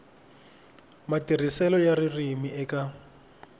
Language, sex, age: Tsonga, male, 21